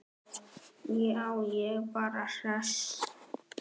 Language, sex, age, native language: Icelandic, male, 10, Icelandic